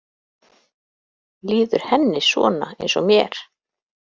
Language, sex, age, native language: Icelandic, female, 40-49, Icelandic